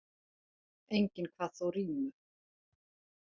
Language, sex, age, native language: Icelandic, female, 40-49, Icelandic